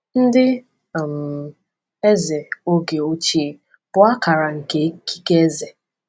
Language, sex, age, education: Igbo, female, 15-29, tertiary